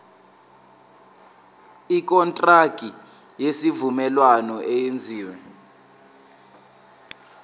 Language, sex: Zulu, male